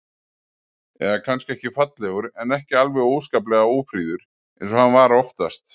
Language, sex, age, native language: Icelandic, male, 40-49, Icelandic